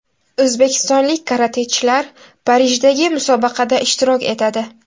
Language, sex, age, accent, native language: Uzbek, female, 18-24, Buxoro, Uzbek